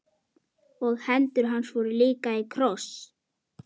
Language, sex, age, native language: Icelandic, male, 11, Icelandic